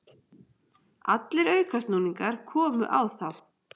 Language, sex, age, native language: Icelandic, female, 40-49, Icelandic